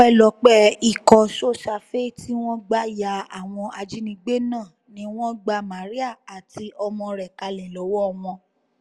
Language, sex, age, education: Yoruba, female, 15-29, tertiary